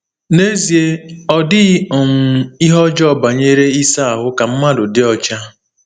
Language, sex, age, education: Igbo, male, 15-29, tertiary